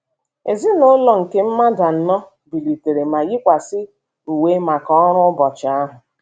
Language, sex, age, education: Igbo, female, 30-45, tertiary